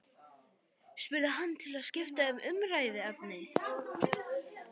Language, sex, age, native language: Icelandic, male, 12, Icelandic